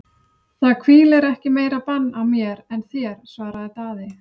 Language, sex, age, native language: Icelandic, female, 30-39, Icelandic